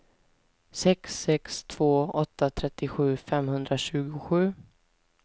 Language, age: Swedish, 20